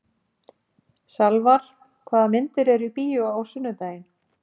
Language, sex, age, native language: Icelandic, female, 50-59, Icelandic